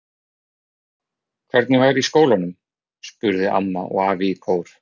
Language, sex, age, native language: Icelandic, male, 40-49, Icelandic